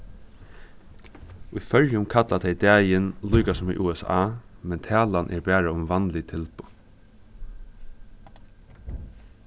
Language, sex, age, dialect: Faroese, male, 15-35, Suðurstreymoy